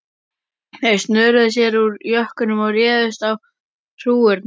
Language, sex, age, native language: Icelandic, male, 12, Icelandic